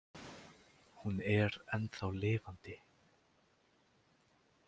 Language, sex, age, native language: Icelandic, male, 18-19, Icelandic